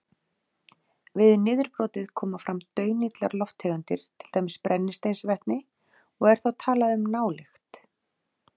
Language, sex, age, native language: Icelandic, female, 40-49, Icelandic